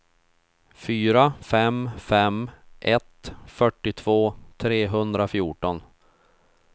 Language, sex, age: Swedish, male, 31